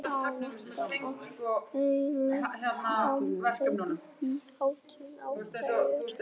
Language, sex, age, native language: Icelandic, male, 11, Icelandic